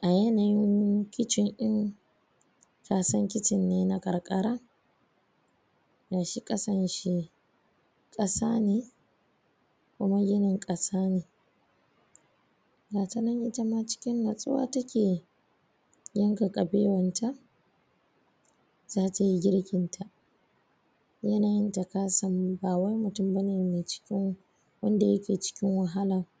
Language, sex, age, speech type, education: Hausa, female, 15-29, spontaneous, primary